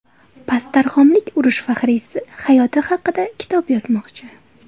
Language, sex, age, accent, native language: Uzbek, female, 18-24, Toshkent viloyati, Uzbek